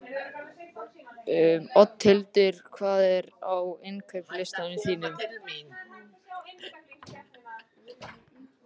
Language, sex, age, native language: Icelandic, male, 13, Icelandic